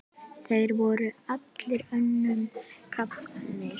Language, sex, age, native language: Icelandic, female, 10, Icelandic